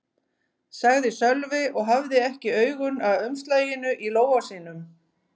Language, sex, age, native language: Icelandic, female, 50-59, Icelandic